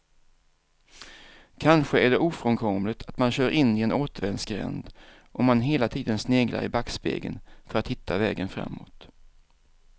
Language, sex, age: Swedish, male, 47